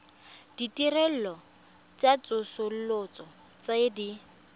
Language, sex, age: Tswana, female, 20